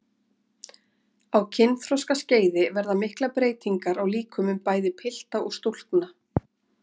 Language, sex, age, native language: Icelandic, female, 40-49, Icelandic